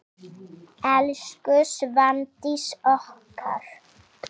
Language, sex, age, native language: Icelandic, female, 7, Icelandic